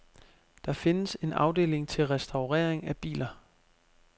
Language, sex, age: Danish, male, 25